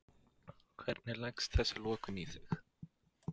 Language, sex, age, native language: Icelandic, male, 20-29, Icelandic